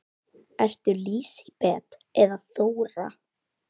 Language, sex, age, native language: Icelandic, female, 10, Icelandic